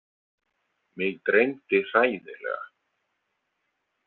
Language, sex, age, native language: Icelandic, male, 50-59, Icelandic